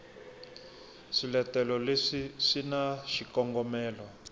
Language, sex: Tsonga, male